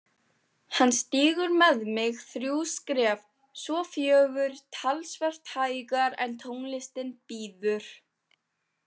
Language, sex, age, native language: Icelandic, female, 18-19, Icelandic